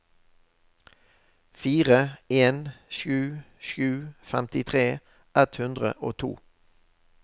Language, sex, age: Norwegian, male, 63